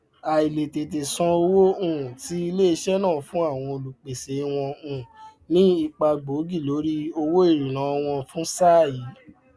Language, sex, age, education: Yoruba, male, 15-29, tertiary